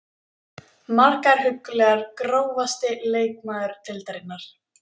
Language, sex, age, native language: Icelandic, female, 18-19, Icelandic